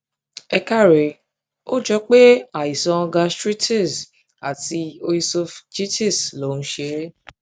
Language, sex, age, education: Yoruba, female, 15-29, tertiary